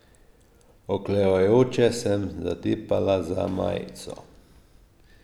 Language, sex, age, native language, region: Slovenian, male, 50-59, Slovenian, Drava region